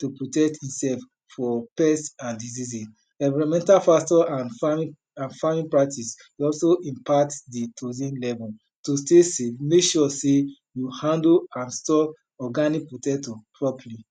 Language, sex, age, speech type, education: Nigerian Pidgin, male, 30-45, spontaneous, tertiary